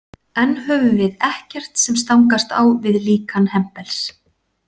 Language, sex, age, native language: Icelandic, female, 40-49, Icelandic